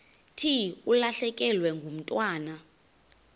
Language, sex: Xhosa, female